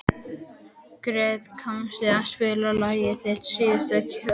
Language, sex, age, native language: Icelandic, male, 12, Icelandic